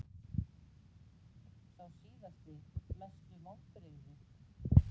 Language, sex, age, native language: Icelandic, female, 40-49, Icelandic